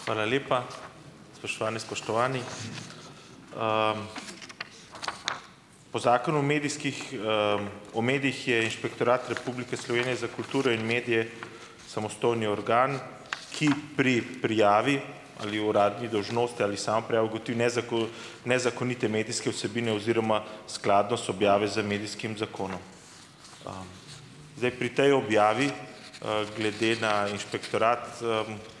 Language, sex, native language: Slovenian, male, Slovenian